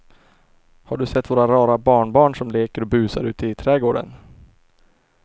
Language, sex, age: Swedish, male, 24